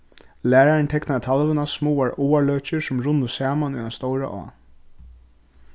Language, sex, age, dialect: Faroese, male, 15-35, Suðurstreymoy